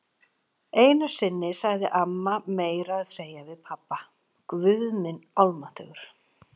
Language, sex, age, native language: Icelandic, female, 40-49, Icelandic